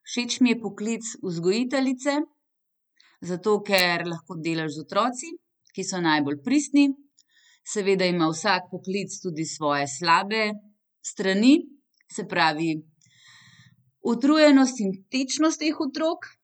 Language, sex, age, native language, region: Slovenian, female, 30-49, Slovenian, Central Slovenia